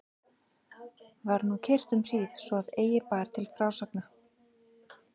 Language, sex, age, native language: Icelandic, female, 40-49, Icelandic